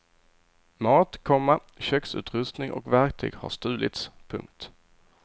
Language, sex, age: Swedish, male, 22